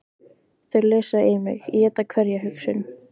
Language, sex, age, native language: Icelandic, female, 15, Icelandic